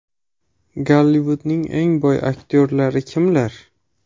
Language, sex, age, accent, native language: Uzbek, male, 25-34, Farg'ona, Uzbek